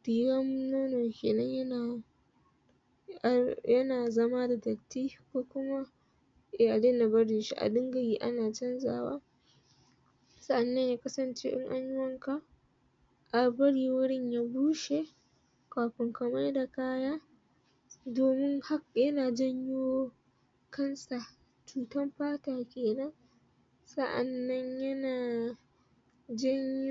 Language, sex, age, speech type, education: Hausa, female, 30-45, spontaneous, tertiary